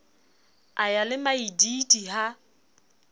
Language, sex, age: Southern Sotho, female, 29